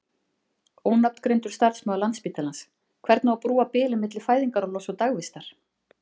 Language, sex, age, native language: Icelandic, female, 40-49, Icelandic